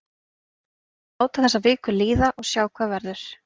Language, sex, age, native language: Icelandic, female, 30-39, Icelandic